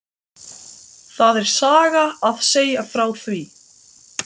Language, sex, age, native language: Icelandic, male, 12, Icelandic